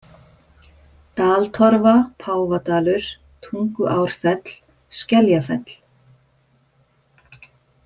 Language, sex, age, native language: Icelandic, female, 50-59, Icelandic